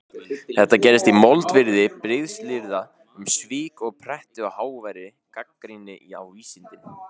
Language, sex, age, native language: Icelandic, male, 16, Icelandic